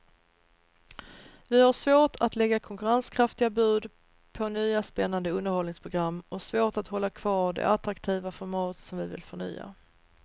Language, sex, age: Swedish, female, 39